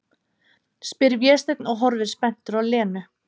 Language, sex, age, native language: Icelandic, female, 30-39, Icelandic